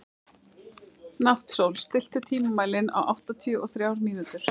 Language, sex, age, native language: Icelandic, female, 11, Icelandic